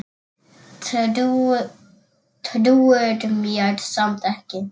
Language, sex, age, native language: Icelandic, male, 7, Icelandic